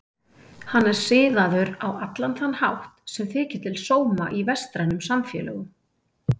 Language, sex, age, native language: Icelandic, female, 30-39, Icelandic